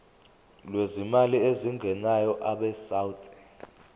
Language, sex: Zulu, male